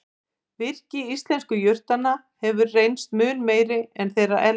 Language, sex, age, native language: Icelandic, female, 50-59, Icelandic